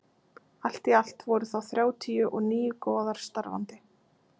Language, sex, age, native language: Icelandic, female, 20-29, Icelandic